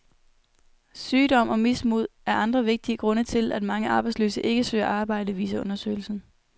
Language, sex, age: Danish, female, 21